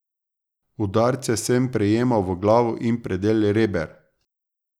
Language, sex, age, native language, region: Slovenian, male, 30-49, Slovenian, Drava region